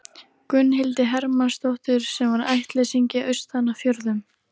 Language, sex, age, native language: Icelandic, female, 13, Icelandic